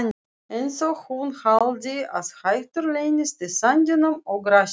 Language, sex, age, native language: Icelandic, female, 40-49, Russian